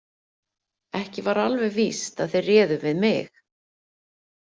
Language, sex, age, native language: Icelandic, female, 50-59, Icelandic